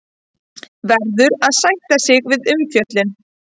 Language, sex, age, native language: Icelandic, female, 30-39, Icelandic